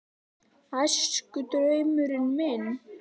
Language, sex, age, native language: Icelandic, female, 11, Icelandic